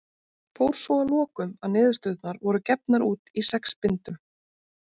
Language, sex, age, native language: Icelandic, female, 30-39, Icelandic